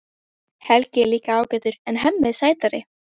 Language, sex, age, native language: Icelandic, female, 12, Icelandic